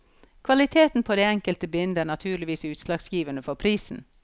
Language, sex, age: Norwegian, female, 54